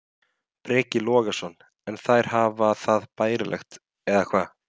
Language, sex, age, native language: Icelandic, male, 30-39, Icelandic